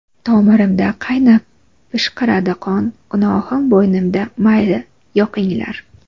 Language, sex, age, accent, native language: Uzbek, female, 25-34, Samarqand, Uzbek